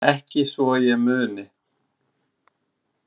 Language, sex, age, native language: Icelandic, male, 20-29, Icelandic